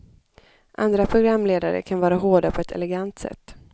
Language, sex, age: Swedish, male, 25